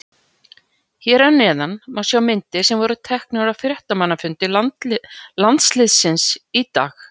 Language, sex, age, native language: Icelandic, female, 40-49, Icelandic